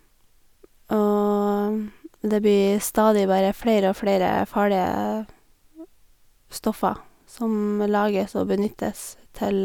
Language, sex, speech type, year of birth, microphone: Norwegian, female, spontaneous, 1989, Sennheiser